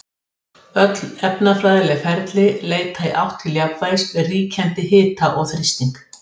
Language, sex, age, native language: Icelandic, female, 60-69, Icelandic